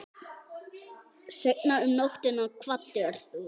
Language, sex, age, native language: Icelandic, male, 8, Icelandic